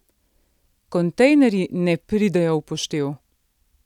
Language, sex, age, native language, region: Slovenian, female, 50-59, Slovenian, Central Slovenia